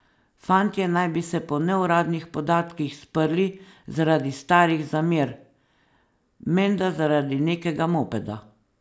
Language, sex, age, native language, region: Slovenian, female, 50-59, Slovenian, Savinja region